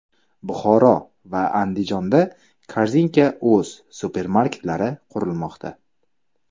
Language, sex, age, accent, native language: Uzbek, male, 25-34, Samarqand, Uzbek